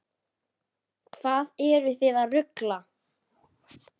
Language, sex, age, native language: Icelandic, female, 10, Icelandic